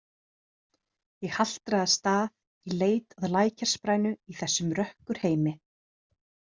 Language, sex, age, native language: Icelandic, female, 30-39, Icelandic